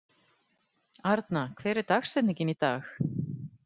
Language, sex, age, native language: Icelandic, female, 50-59, Icelandic